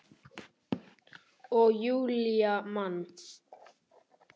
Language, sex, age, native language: Icelandic, male, 10, Icelandic